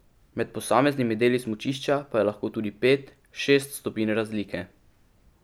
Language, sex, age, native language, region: Slovenian, male, 12-17, Slovenian, Pomurje region